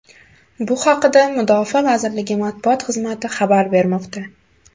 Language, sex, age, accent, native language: Uzbek, female, under 19, Toshkent shahri, Uzbek